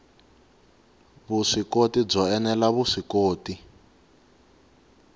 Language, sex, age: Tsonga, male, 19